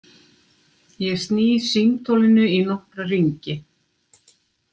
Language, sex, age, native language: Icelandic, female, 60-69, Icelandic